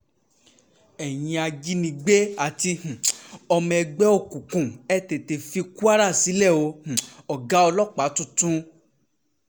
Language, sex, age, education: Yoruba, male, 15-29, tertiary